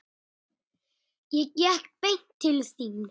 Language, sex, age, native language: Icelandic, male, 8, Icelandic